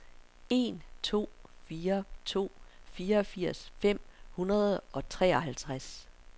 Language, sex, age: Danish, female, 60